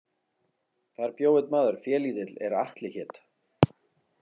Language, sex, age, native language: Icelandic, male, 40-49, Icelandic